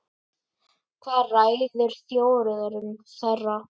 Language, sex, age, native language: Icelandic, female, 10, Icelandic